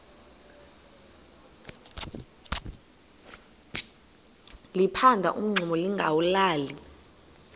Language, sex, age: Xhosa, female, 23